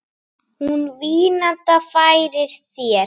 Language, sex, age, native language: Icelandic, female, 8, Icelandic